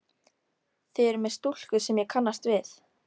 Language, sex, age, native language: Icelandic, female, 13, Icelandic